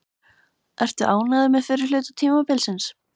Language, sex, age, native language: Icelandic, female, 15, Icelandic